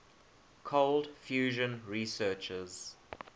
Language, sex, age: English, male, 21